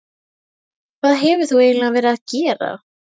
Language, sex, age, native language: Icelandic, female, 12, Icelandic